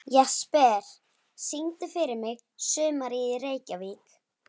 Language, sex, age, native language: Icelandic, female, 11, Icelandic